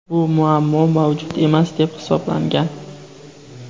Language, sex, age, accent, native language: Uzbek, male, 18-24, Andijon, Uzbek